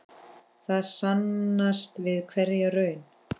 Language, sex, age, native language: Icelandic, female, 10, Icelandic